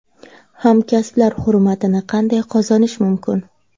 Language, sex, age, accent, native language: Uzbek, female, 18-24, Navoiy, Uzbek